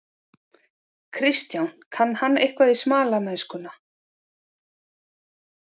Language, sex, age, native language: Icelandic, female, 40-49, Icelandic